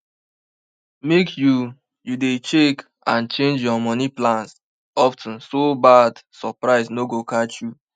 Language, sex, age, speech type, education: Nigerian Pidgin, male, 15-29, spontaneous, tertiary